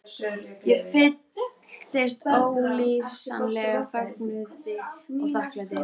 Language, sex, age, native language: Icelandic, female, 13, Icelandic